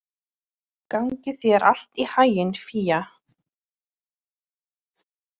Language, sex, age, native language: Icelandic, female, 30-39, Icelandic